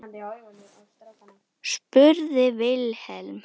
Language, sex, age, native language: Icelandic, female, 10, Icelandic